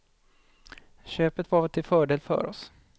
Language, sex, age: Swedish, male, 25